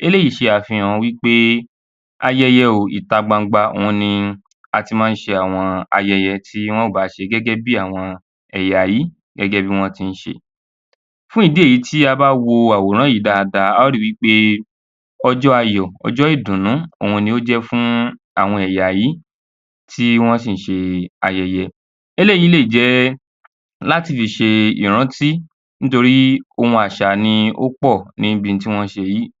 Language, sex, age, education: Yoruba, male, 15-29, tertiary